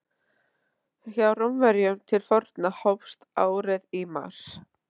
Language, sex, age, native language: Icelandic, female, 30-39, Icelandic